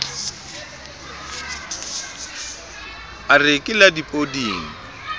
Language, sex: Southern Sotho, male